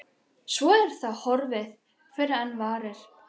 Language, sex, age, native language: Icelandic, other, 12, Icelandic